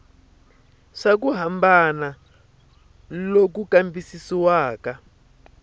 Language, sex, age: Tsonga, male, 23